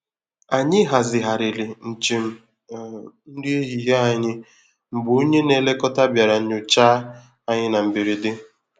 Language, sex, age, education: Igbo, male, 15-29, tertiary